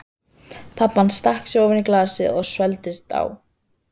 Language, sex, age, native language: Icelandic, female, 13, Icelandic